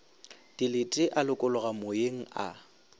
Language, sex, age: Northern Sotho, male, 18